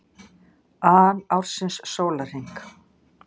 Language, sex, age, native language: Icelandic, female, 60-69, Icelandic